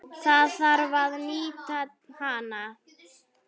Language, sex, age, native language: Icelandic, female, 9, Icelandic